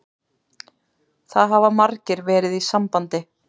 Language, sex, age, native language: Icelandic, female, 40-49, Icelandic